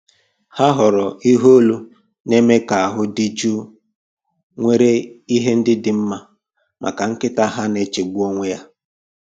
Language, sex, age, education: Igbo, male, 15-29, tertiary